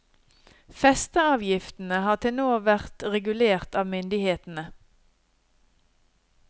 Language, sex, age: Norwegian, female, 50